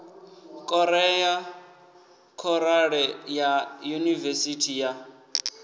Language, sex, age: Venda, male, 19